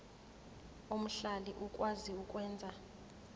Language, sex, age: Zulu, female, 24